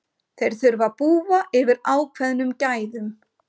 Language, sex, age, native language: Icelandic, female, 50-59, Icelandic